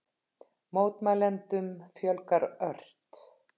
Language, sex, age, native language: Icelandic, female, 50-59, Icelandic